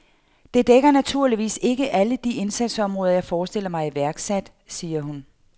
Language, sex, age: Danish, female, 48